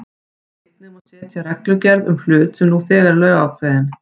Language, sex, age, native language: Icelandic, female, 50-59, Icelandic